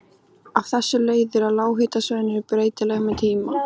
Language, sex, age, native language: Icelandic, female, 13, Icelandic